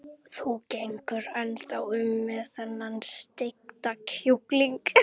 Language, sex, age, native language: Icelandic, female, 11, Icelandic